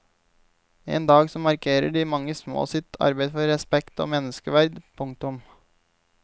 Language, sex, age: Norwegian, male, 28